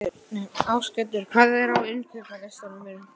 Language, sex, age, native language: Icelandic, male, 11, Icelandic